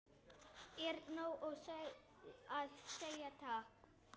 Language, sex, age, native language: Icelandic, female, 8, Icelandic